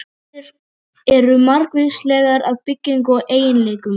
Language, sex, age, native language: Icelandic, female, 30-39, Icelandic